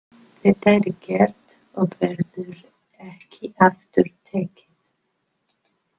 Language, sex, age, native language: Icelandic, female, 50-59, English